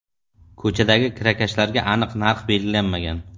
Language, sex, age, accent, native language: Uzbek, male, 35+, Surxondaryo, Uzbek